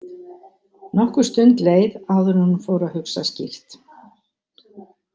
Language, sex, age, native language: Icelandic, female, 60-69, Icelandic